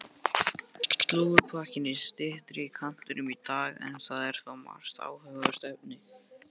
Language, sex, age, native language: Icelandic, male, 18-19, Icelandic